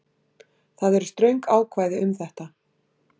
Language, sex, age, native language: Icelandic, female, 60-69, Icelandic